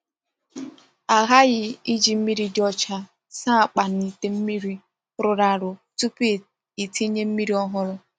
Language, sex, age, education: Igbo, female, 15-29, tertiary